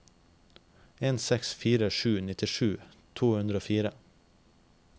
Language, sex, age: Norwegian, male, 21